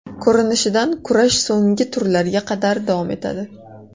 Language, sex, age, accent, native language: Uzbek, female, 18-24, Toshkent shahri, Uzbek